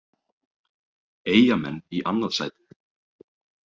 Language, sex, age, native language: Icelandic, male, 30-39, Icelandic